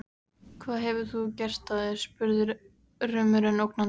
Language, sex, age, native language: Icelandic, female, 13, Icelandic